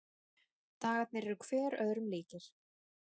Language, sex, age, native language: Icelandic, female, 30-39, Icelandic